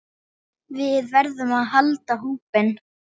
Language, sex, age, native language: Icelandic, female, 8, Icelandic